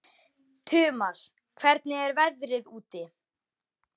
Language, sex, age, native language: Icelandic, male, 11, Icelandic